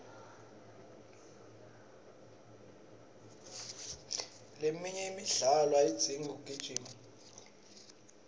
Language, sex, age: Swati, male, 26